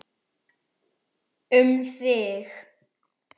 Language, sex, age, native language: Icelandic, male, 10, Icelandic